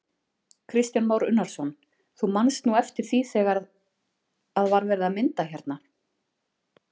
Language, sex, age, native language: Icelandic, female, 40-49, Icelandic